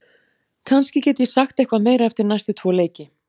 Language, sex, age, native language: Icelandic, female, 40-49, Icelandic